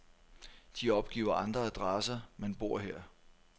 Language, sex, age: Danish, male, 43